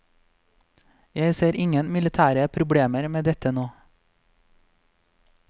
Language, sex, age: Norwegian, male, 26